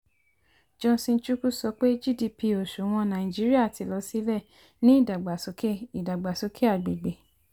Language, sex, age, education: Yoruba, female, 15-29, tertiary